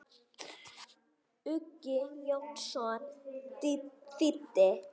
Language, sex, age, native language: Icelandic, female, 9, Icelandic